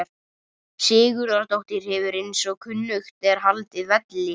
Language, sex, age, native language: Icelandic, male, 30-39, Icelandic